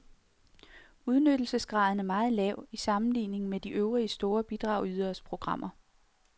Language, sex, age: Danish, female, 46